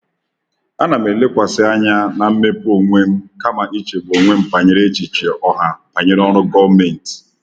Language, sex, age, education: Igbo, male, 30-45, tertiary